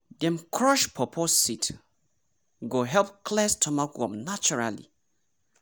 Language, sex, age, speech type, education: Nigerian Pidgin, male, 30-45, spontaneous, tertiary